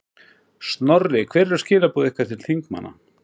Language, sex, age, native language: Icelandic, male, 40-49, Icelandic